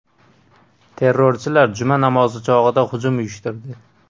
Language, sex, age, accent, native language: Uzbek, male, 18-24, Andijon, Uzbek